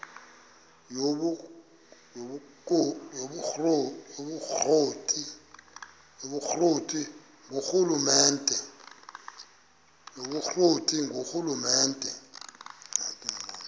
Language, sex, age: Xhosa, male, 23